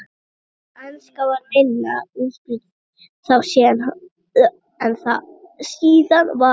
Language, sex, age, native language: Icelandic, male, 60-69, Icelandic